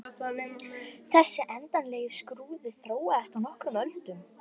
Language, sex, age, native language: Icelandic, female, 11, Icelandic